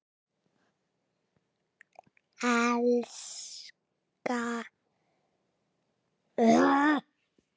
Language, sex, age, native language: Icelandic, female, 6, Icelandic